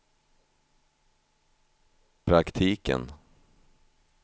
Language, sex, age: Swedish, male, 50